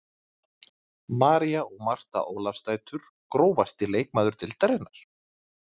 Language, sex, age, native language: Icelandic, male, 30-39, Icelandic